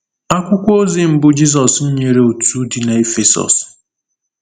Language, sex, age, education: Igbo, male, 15-29, tertiary